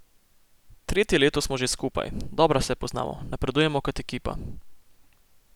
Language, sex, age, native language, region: Slovenian, male, 18-29, Slovenian, Posavska region